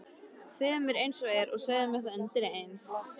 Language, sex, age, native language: Icelandic, female, 13, Icelandic